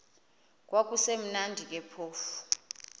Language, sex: Xhosa, female